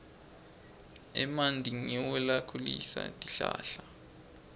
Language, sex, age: Swati, male, 20